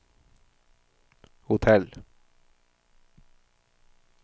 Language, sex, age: Norwegian, male, 38